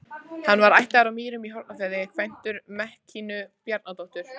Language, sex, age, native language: Icelandic, female, 14, Icelandic